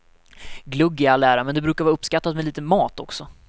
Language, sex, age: Swedish, male, 19